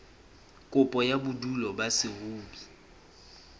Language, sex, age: Southern Sotho, male, 20